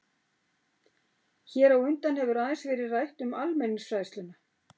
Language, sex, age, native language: Icelandic, female, 60-69, Icelandic